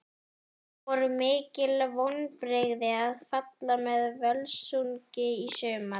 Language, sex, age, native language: Icelandic, female, 11, Icelandic